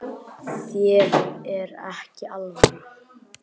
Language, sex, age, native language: Icelandic, male, 10, Icelandic